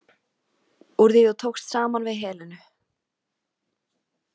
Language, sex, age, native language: Icelandic, female, 20-29, Icelandic